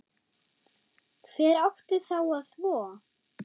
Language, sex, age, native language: Icelandic, female, 9, German